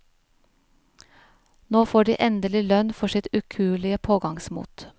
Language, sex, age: Norwegian, female, 41